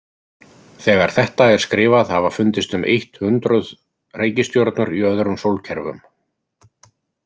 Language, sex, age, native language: Icelandic, male, 50-59, Icelandic